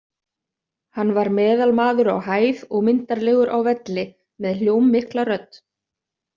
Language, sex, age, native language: Icelandic, other, 30-39, Icelandic